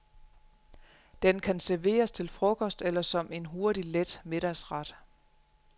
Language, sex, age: Danish, female, 35